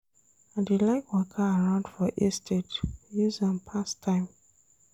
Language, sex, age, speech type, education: Nigerian Pidgin, female, 30-45, read, tertiary